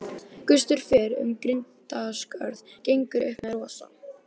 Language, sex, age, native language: Icelandic, female, 12, Icelandic